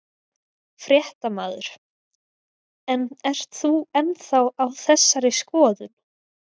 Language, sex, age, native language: Icelandic, female, 20-29, Icelandic